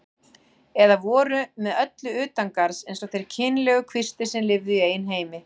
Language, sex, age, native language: Icelandic, female, 40-49, Icelandic